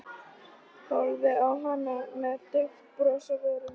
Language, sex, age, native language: Icelandic, female, 13, Icelandic